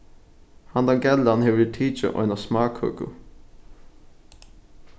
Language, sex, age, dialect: Faroese, male, 15-35, Norðuroyggjar